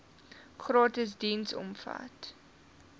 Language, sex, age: Afrikaans, female, 19